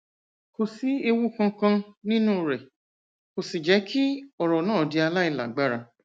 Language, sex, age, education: Yoruba, female, 46-60, tertiary